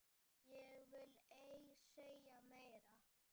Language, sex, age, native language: Icelandic, male, 8, Icelandic